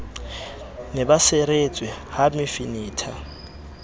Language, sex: Southern Sotho, male